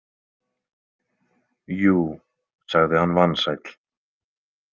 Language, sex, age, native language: Icelandic, male, 20-29, Icelandic